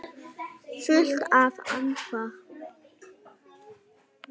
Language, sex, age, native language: Icelandic, female, 9, Icelandic